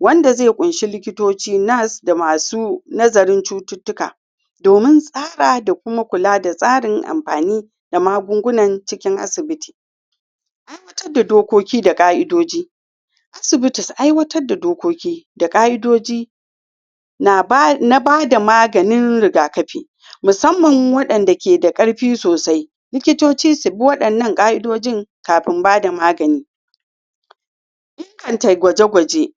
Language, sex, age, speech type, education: Hausa, female, 46-60, spontaneous, tertiary